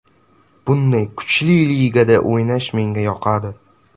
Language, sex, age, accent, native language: Uzbek, male, 12-17, Samarqand, Uzbek